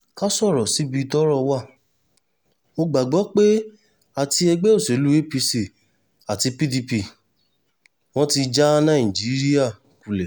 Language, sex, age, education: Yoruba, male, 15-29, tertiary